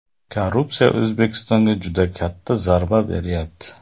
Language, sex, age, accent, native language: Uzbek, male, 25-34, Buxoro, Uzbek